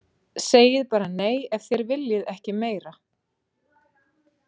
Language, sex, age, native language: Icelandic, male, 30-39, Icelandic